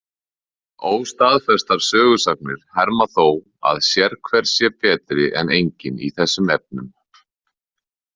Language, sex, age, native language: Icelandic, male, 30-39, Icelandic